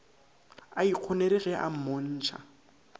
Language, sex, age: Northern Sotho, male, 19